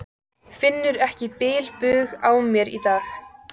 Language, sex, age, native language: Icelandic, female, 14, Icelandic